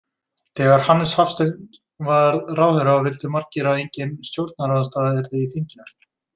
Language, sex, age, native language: Icelandic, male, 20-29, Icelandic